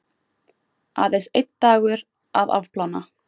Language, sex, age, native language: Icelandic, female, 20-29, Icelandic